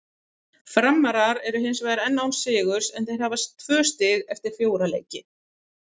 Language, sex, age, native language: Icelandic, female, 30-39, Icelandic